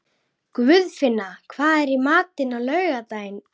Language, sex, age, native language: Icelandic, female, 11, Icelandic